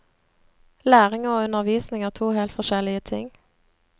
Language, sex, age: Norwegian, female, 26